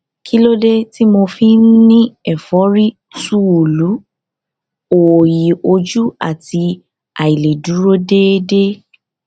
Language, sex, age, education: Yoruba, female, 15-29, tertiary